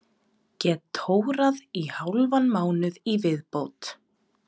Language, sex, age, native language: Icelandic, female, 20-29, Serbo-Croatian